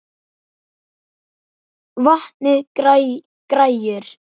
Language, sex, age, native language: Icelandic, male, 9, Icelandic